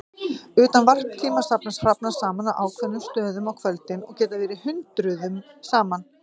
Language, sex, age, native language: Icelandic, female, 50-59, Icelandic